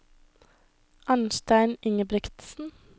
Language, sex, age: Norwegian, female, 21